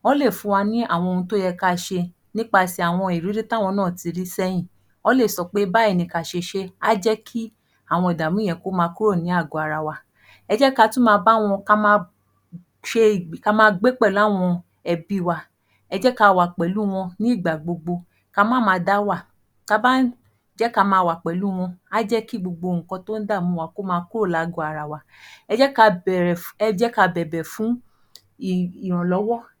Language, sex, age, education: Yoruba, female, 15-29, tertiary